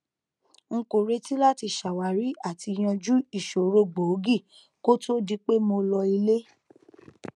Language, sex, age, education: Yoruba, female, 15-29, tertiary